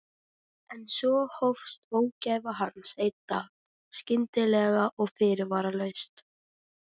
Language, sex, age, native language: Icelandic, female, 13, Icelandic